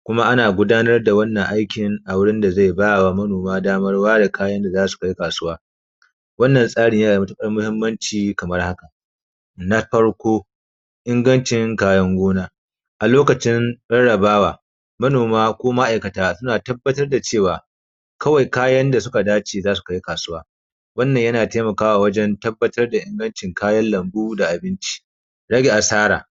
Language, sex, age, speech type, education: Hausa, male, 30-45, spontaneous, primary